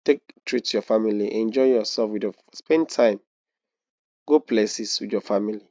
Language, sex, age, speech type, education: Nigerian Pidgin, male, 15-29, spontaneous, tertiary